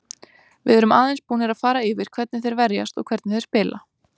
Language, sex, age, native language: Icelandic, female, 20-29, Icelandic